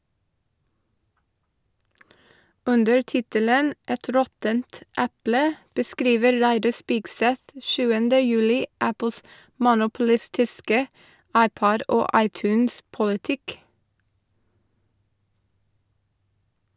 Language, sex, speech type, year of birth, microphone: Norwegian, female, read, 1987, Shure